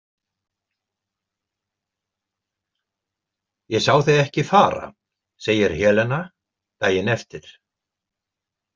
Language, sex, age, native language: Icelandic, male, 70-79, Icelandic